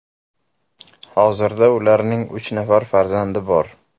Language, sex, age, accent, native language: Uzbek, male, 25-34, Samarqand, Uzbek